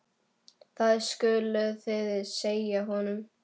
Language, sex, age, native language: Icelandic, female, 10, Icelandic